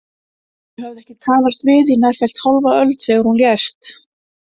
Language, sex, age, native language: Icelandic, female, 50-59, Icelandic